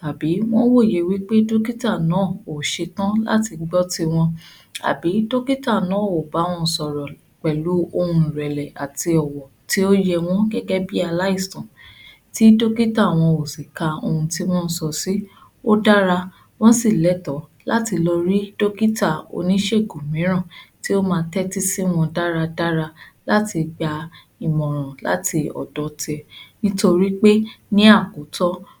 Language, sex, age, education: Yoruba, female, 15-29, tertiary